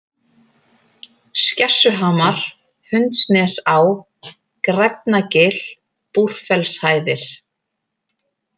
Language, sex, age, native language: Icelandic, female, 30-39, Icelandic